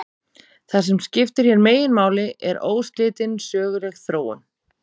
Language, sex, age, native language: Icelandic, female, 30-39, Icelandic